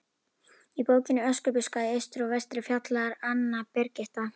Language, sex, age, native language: Icelandic, female, 11, Icelandic